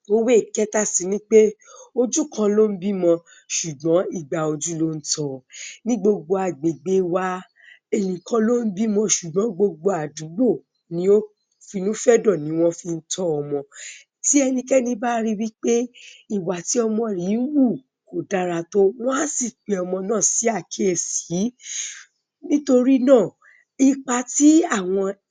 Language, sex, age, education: Yoruba, female, 15-29, tertiary